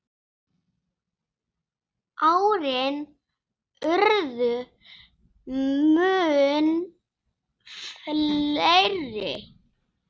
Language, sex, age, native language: Icelandic, male, 6, Icelandic